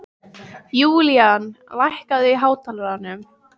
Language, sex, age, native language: Icelandic, female, 15, Icelandic